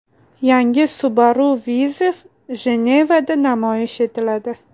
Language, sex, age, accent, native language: Uzbek, female, 18-24, Toshkent shahri, Uzbek